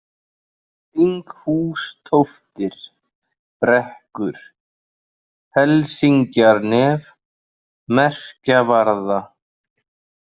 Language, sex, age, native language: Icelandic, male, 40-49, Icelandic